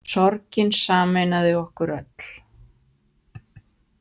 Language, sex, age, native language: Icelandic, female, 50-59, Icelandic